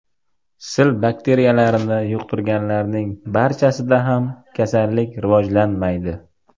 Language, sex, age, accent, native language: Uzbek, male, 25-34, Buxoro, Uzbek